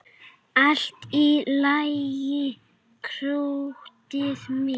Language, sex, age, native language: Icelandic, male, 8, Icelandic